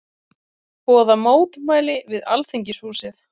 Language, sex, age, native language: Icelandic, female, 30-39, Icelandic